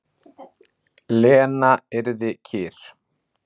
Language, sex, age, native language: Icelandic, male, 40-49, Icelandic